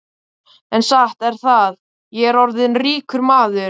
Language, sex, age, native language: Icelandic, male, 12, Icelandic